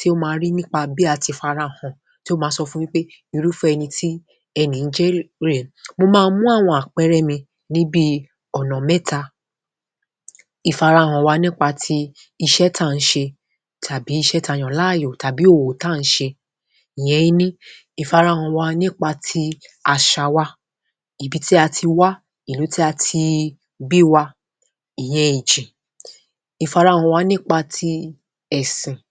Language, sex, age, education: Yoruba, female, 30-45, tertiary